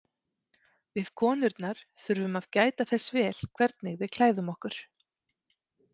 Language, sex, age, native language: Icelandic, female, 30-39, Icelandic